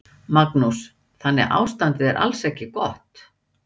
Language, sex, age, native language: Icelandic, female, 60-69, Icelandic